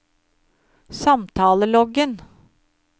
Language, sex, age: Norwegian, female, 53